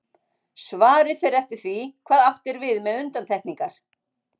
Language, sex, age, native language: Icelandic, female, 60-69, Icelandic